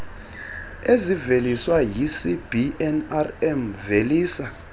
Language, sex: Xhosa, male